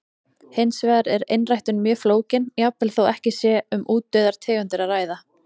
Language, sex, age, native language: Icelandic, female, 30-39, Icelandic